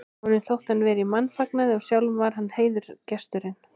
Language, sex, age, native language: Icelandic, female, 16, Icelandic